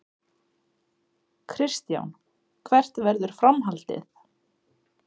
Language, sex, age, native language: Icelandic, female, 20-29, Icelandic